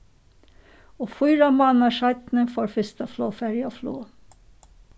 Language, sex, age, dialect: Faroese, female, 61+, Suðurstreymoy